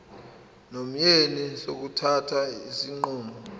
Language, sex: Zulu, male